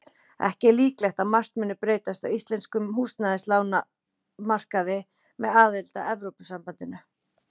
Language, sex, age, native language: Icelandic, female, 40-49, Icelandic